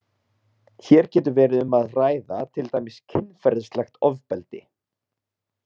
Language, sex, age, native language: Icelandic, male, 30-39, Icelandic